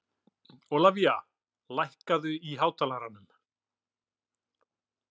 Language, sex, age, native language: Icelandic, male, 40-49, Icelandic